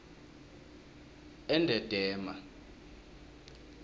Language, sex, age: South Ndebele, male, 23